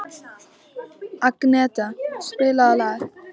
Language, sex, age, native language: Icelandic, female, 13, Icelandic